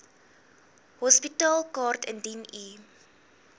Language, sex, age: Afrikaans, female, 19